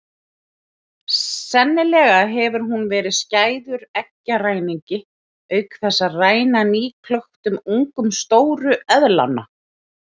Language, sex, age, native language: Icelandic, female, 30-39, Icelandic